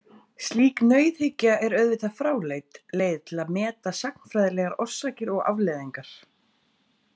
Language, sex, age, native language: Icelandic, female, 30-39, Icelandic